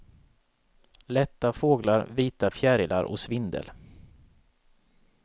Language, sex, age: Swedish, male, 37